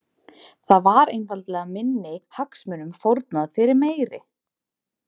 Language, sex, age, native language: Icelandic, female, 20-29, Icelandic